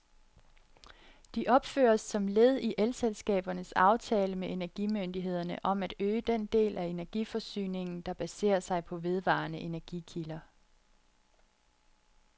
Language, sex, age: Danish, female, 30